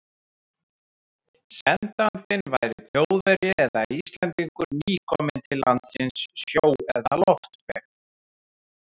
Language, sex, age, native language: Icelandic, male, 30-39, Icelandic